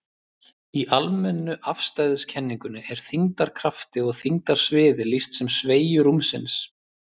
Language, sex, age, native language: Icelandic, male, 30-39, Icelandic